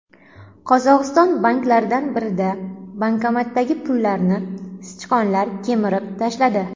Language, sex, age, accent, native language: Uzbek, female, 19-29, Qashqadaryo, Uzbek